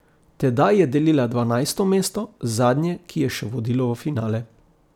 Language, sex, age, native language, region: Slovenian, male, 50-59, Slovenian, Coastal Karst region